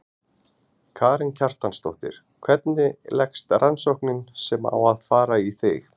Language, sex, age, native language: Icelandic, male, 40-49, Icelandic